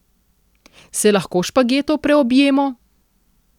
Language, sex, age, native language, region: Slovenian, female, 30-49, Slovenian, Central Slovenia